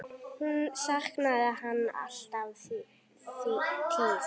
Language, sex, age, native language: Icelandic, female, 9, Icelandic